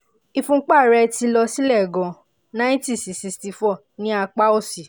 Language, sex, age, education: Yoruba, female, 15-29, tertiary